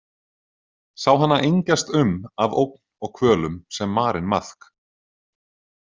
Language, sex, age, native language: Icelandic, male, 40-49, Icelandic